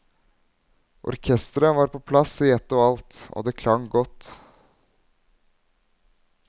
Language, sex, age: Norwegian, male, 21